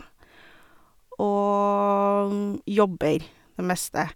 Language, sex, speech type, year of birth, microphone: Norwegian, female, spontaneous, 1982, Sennheiser